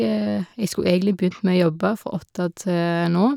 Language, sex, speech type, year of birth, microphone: Norwegian, female, spontaneous, 1990, Shure